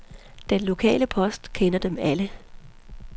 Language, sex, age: Danish, female, 43